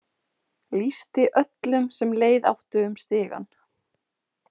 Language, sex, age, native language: Icelandic, female, 20-29, Icelandic